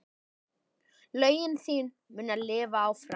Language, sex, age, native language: Icelandic, male, 10, Icelandic